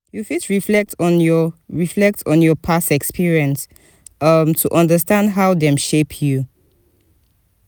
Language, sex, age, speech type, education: Nigerian Pidgin, female, 30-45, spontaneous, tertiary